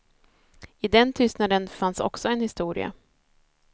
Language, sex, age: Swedish, female, 30